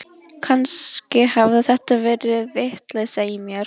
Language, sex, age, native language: Icelandic, female, 11, Icelandic